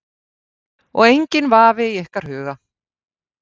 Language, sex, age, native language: Icelandic, female, 50-59, Icelandic